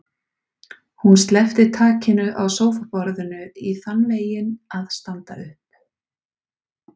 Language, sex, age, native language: Icelandic, female, 40-49, Icelandic